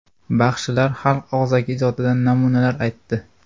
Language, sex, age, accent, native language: Uzbek, male, 18-24, Farg'ona, Uzbek